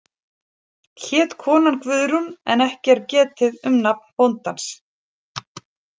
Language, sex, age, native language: Icelandic, female, 40-49, Icelandic